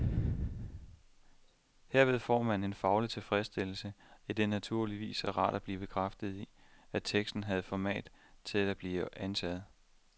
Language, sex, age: Danish, male, 27